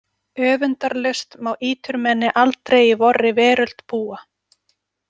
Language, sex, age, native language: Icelandic, female, 40-49, Icelandic